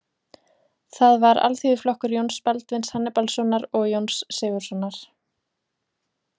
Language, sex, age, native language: Icelandic, female, 20-29, Icelandic